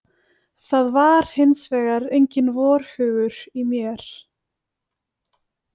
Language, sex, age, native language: Icelandic, female, 20-29, Icelandic